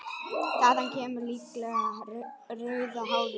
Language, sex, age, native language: Icelandic, male, 10, Icelandic